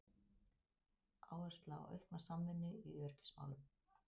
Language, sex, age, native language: Icelandic, female, 50-59, Icelandic